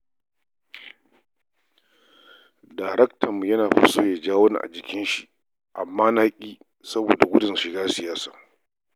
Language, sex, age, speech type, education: Hausa, male, 46-60, read, tertiary